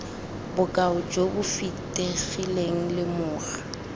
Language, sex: Tswana, female